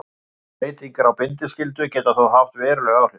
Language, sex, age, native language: Icelandic, male, 50-59, Icelandic